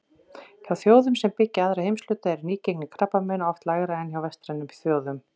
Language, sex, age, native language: Icelandic, female, 40-49, Icelandic